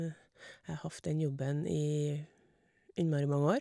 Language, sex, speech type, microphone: Norwegian, female, spontaneous, Shure